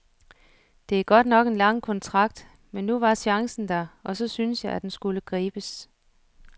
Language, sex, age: Danish, female, 47